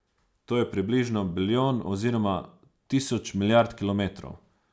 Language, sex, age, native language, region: Slovenian, male, 30-49, Slovenian, Savinja region